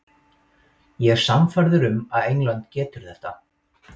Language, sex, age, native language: Icelandic, male, 18-19, Icelandic